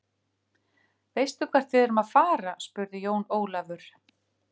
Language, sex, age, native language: Icelandic, female, 50-59, Icelandic